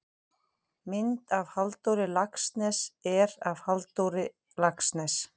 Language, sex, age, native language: Icelandic, female, 40-49, Icelandic